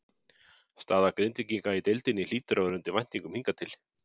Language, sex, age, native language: Icelandic, male, 50-59, Icelandic